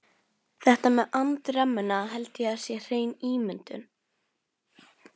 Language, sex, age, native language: Icelandic, female, 11, Norwegian